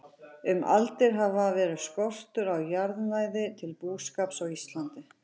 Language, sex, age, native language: Icelandic, female, 40-49, Icelandic